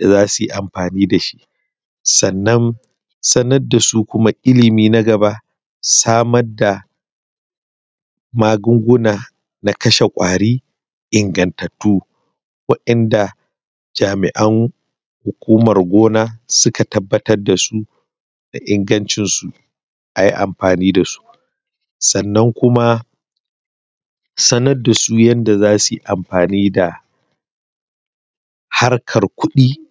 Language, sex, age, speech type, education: Hausa, male, 30-45, spontaneous, primary